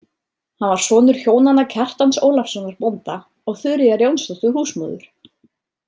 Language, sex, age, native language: Icelandic, female, 30-39, Icelandic